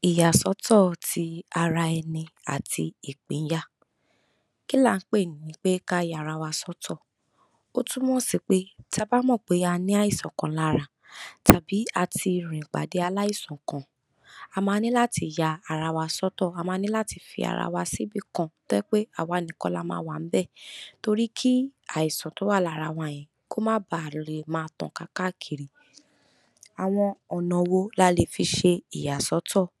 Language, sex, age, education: Yoruba, male, 46-60, tertiary